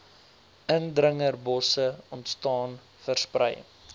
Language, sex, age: Afrikaans, male, 22